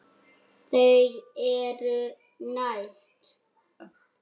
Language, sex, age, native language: Icelandic, male, 6, Icelandic